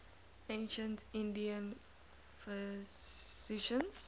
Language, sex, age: English, female, 19